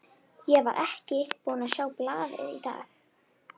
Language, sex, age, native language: Icelandic, female, 11, Icelandic